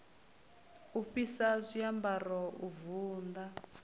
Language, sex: Venda, female